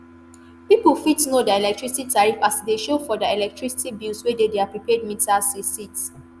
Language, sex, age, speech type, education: Nigerian Pidgin, female, 15-29, spontaneous, tertiary